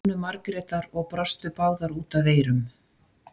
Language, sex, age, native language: Icelandic, female, 60-69, Icelandic